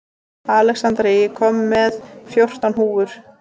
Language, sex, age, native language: Icelandic, female, 30-39, Icelandic